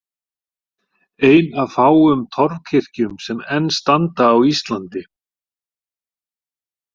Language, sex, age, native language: Icelandic, male, 40-49, Icelandic